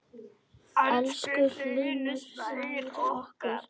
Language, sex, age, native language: Icelandic, female, 9, Icelandic